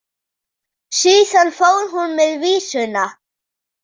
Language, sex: Icelandic, male